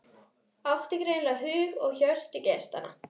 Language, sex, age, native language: Icelandic, female, 11, Icelandic